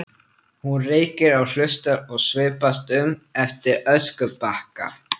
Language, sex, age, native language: Icelandic, male, 13, Icelandic